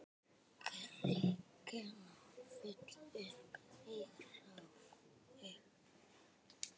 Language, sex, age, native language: Icelandic, female, 10, Icelandic